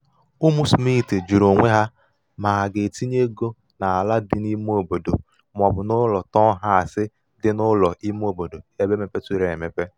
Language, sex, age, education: Igbo, male, 15-29, tertiary